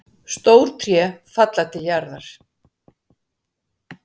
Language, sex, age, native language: Icelandic, female, 60-69, Icelandic